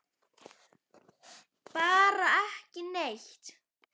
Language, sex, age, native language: Icelandic, male, 10, Icelandic